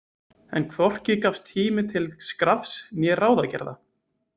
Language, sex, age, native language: Icelandic, male, 20-29, Icelandic